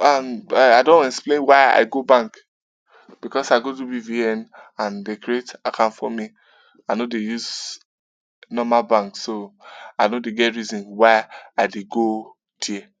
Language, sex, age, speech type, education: Nigerian Pidgin, male, 15-29, spontaneous, tertiary